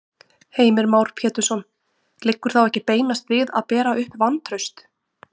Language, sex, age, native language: Icelandic, female, 20-29, Icelandic